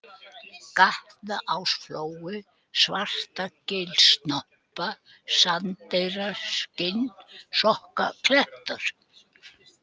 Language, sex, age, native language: Icelandic, female, 80-89, Icelandic